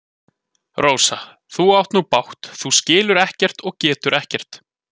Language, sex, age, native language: Icelandic, male, 20-29, Icelandic